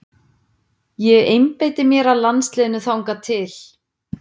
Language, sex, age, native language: Icelandic, female, 50-59, Icelandic